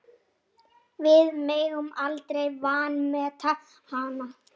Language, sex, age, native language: Icelandic, female, 8, Icelandic